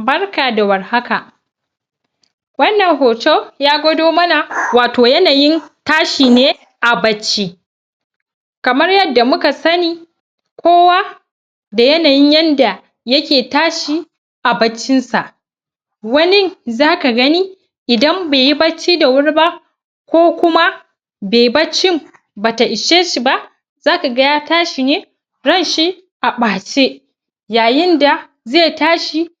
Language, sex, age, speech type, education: Hausa, female, 30-45, spontaneous, tertiary